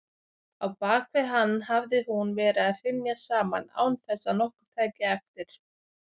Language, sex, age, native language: Icelandic, female, 20-29, Icelandic